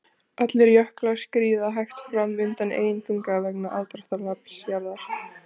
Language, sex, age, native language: Icelandic, female, 20-29, Icelandic